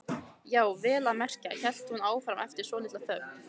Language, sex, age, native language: Icelandic, female, 15, Icelandic